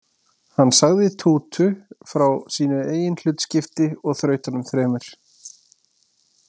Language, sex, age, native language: Icelandic, male, 20-29, Icelandic